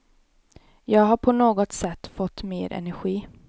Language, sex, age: Swedish, female, 18